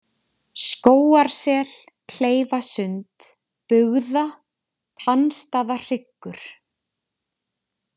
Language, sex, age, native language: Icelandic, female, 20-29, Icelandic